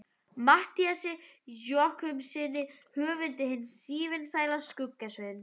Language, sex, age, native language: Icelandic, female, 12, Icelandic